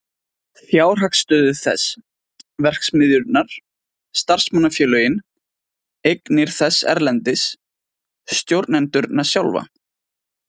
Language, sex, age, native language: Icelandic, male, 20-29, Icelandic